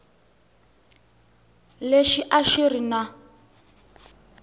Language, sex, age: Tsonga, female, 20